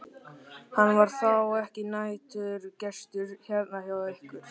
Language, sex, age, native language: Icelandic, male, 13, Icelandic